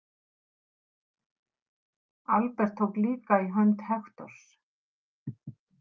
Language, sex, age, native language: Icelandic, female, 50-59, Icelandic